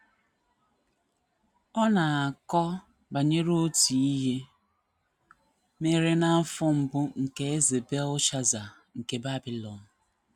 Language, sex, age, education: Igbo, female, 15-29, tertiary